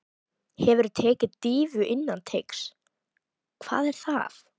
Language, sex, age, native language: Icelandic, female, 12, Icelandic